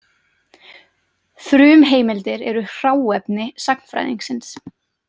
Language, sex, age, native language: Icelandic, female, 20-29, Icelandic